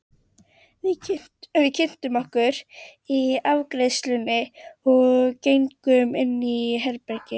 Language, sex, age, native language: Icelandic, female, 12, Icelandic